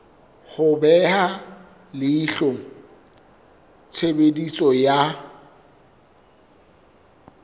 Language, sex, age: Southern Sotho, male, 24